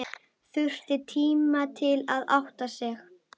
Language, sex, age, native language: Icelandic, female, 12, Icelandic